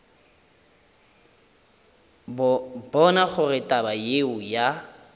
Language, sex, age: Northern Sotho, male, 30